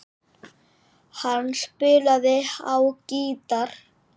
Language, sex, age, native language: Icelandic, male, 8, Icelandic